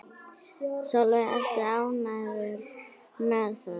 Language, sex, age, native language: Icelandic, female, 9, Icelandic